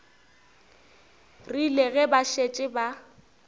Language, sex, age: Northern Sotho, female, 24